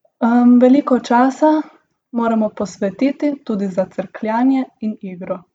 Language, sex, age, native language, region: Slovenian, female, 18-29, Slovenian, Gorica region